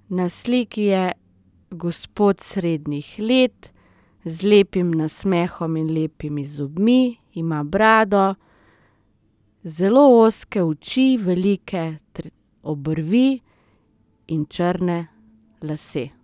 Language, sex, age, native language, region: Slovenian, female, 30-49, Slovenian, Southeast Slovenia